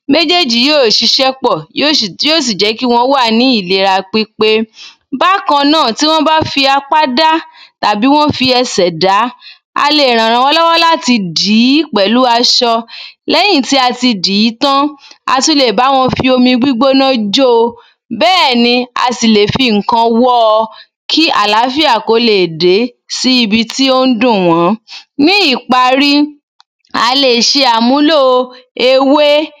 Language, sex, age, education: Yoruba, female, 30-45, tertiary